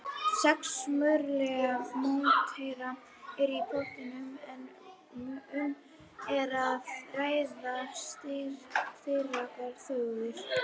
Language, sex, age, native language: Icelandic, female, 50-59, Icelandic